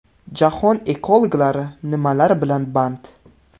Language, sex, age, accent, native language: Uzbek, male, 18-24, Samarqand, Uzbek